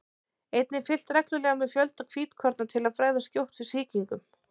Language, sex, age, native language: Icelandic, female, 30-39, Icelandic